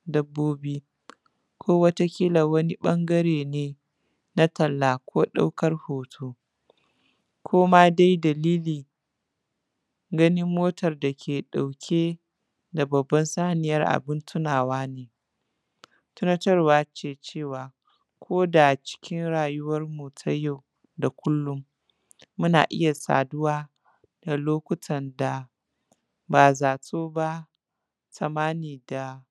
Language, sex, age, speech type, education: Hausa, female, 15-29, spontaneous, tertiary